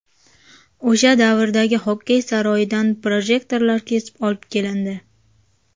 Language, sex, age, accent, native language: Uzbek, female, 19-29, Jizzax, Uzbek